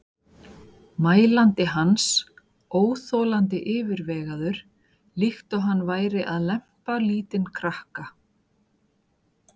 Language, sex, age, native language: Icelandic, female, 40-49, Icelandic